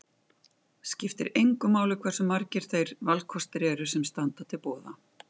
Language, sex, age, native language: Icelandic, female, 50-59, Icelandic